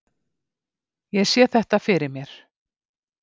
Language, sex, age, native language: Icelandic, female, 50-59, Icelandic